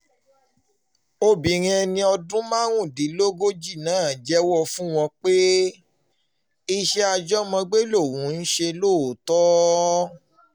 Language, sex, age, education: Yoruba, male, 30-45, tertiary